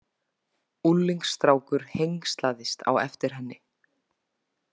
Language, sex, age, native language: Icelandic, female, 20-29, Icelandic